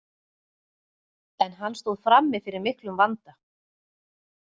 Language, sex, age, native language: Icelandic, female, 40-49, Icelandic